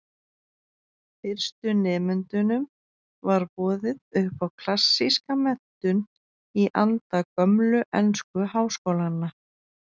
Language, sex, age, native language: Icelandic, female, 40-49, Icelandic